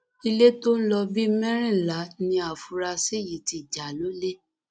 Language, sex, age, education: Yoruba, female, 15-29, tertiary